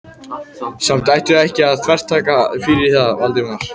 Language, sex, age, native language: Icelandic, male, 14, Icelandic